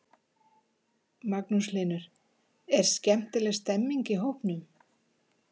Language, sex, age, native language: Icelandic, female, 50-59, Icelandic